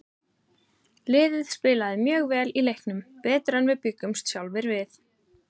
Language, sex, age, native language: Icelandic, female, 30-39, Icelandic